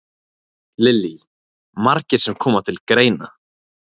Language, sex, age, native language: Icelandic, male, 20-29, Icelandic